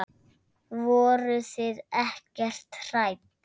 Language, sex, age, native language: Icelandic, female, 7, Icelandic